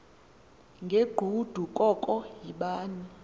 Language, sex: Xhosa, female